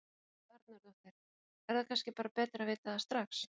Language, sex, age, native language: Icelandic, female, 40-49, Icelandic